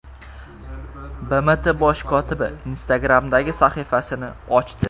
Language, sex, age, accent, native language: Uzbek, male, 18-24, Jizzax, Uzbek